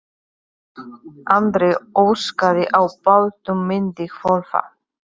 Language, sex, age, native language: Icelandic, female, 30-39, Polish